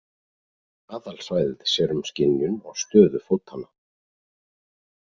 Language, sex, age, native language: Icelandic, male, 40-49, Icelandic